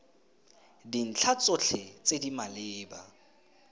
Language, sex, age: Tswana, male, 20